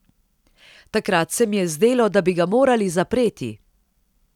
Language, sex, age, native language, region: Slovenian, female, 30-49, Slovenian, Central Slovenia